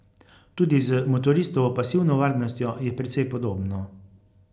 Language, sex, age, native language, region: Slovenian, male, 50-59, Slovenian, Carinthia region